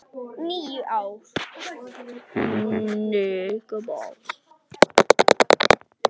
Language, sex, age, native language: Icelandic, male, 10, Icelandic